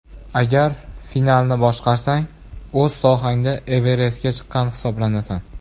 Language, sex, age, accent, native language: Uzbek, male, under 19, Farg'ona, Uzbek